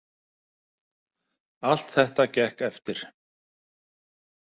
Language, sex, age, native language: Icelandic, male, 50-59, Icelandic